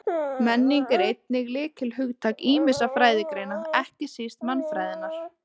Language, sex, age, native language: Icelandic, female, 20-29, Icelandic